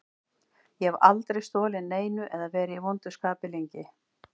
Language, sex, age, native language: Icelandic, female, 40-49, Icelandic